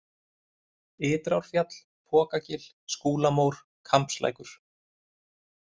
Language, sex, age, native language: Icelandic, male, 30-39, Icelandic